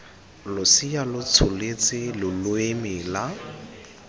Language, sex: Tswana, male